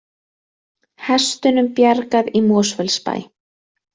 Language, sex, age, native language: Icelandic, female, 30-39, Icelandic